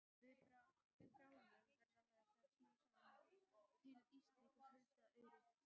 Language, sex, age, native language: Icelandic, female, 12, Icelandic